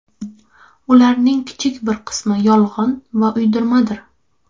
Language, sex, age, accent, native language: Uzbek, female, 18-24, Toshkent shahri, Uzbek